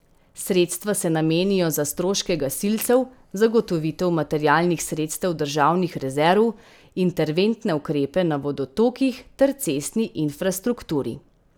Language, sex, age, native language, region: Slovenian, female, 30-49, Slovenian, Central Slovenia